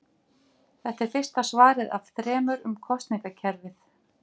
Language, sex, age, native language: Icelandic, female, 50-59, Icelandic